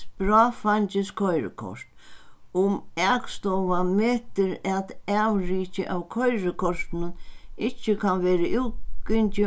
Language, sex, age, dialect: Faroese, female, 61+, Sandoy